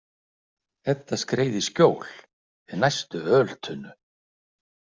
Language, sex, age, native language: Icelandic, male, 60-69, Icelandic